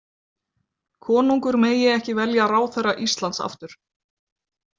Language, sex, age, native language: Icelandic, female, 20-29, Icelandic